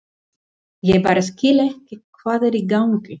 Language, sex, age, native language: Icelandic, female, 40-49, Spanish